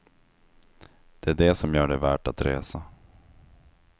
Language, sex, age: Swedish, male, 25